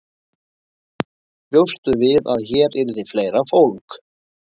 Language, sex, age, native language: Icelandic, male, 20-29, Icelandic